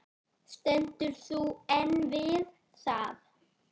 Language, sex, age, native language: Icelandic, female, 9, Icelandic